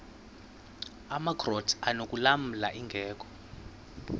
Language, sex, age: Xhosa, male, 20